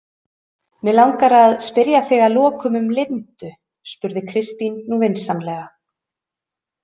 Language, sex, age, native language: Icelandic, female, 30-39, Icelandic